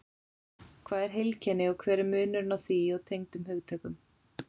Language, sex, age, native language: Icelandic, female, 40-49, Icelandic